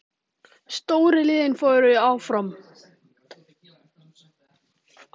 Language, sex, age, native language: Icelandic, male, 18-19, Icelandic